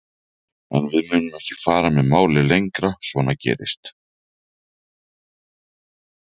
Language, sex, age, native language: Icelandic, male, 40-49, Icelandic